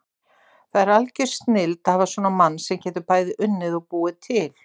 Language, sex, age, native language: Icelandic, female, 60-69, Icelandic